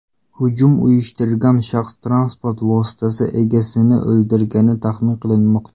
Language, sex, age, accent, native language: Uzbek, male, 19-29, Namangan, Tajik